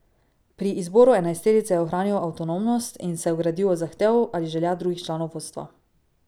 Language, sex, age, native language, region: Slovenian, female, 18-29, Slovenian, Drava region